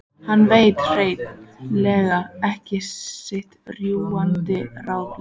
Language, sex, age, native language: Icelandic, female, 14, Icelandic